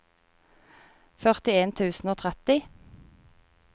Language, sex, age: Norwegian, female, 30